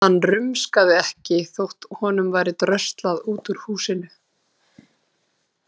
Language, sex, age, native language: Icelandic, female, 30-39, Icelandic